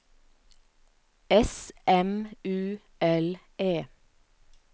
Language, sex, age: Norwegian, female, 35